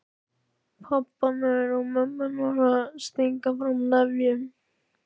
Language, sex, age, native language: Icelandic, male, 13, Icelandic